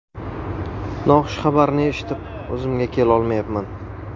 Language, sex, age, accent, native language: Uzbek, male, 19-29, Toshkent viloyati, Uzbek